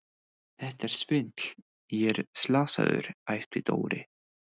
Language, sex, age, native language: Icelandic, male, 20-29, English